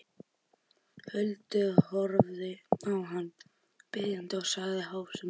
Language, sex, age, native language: Icelandic, male, 12, Icelandic